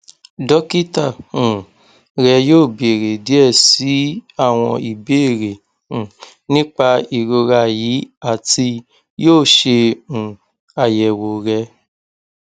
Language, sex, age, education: Yoruba, male, 15-29, tertiary